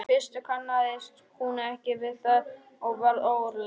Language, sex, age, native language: Icelandic, male, 12, Polish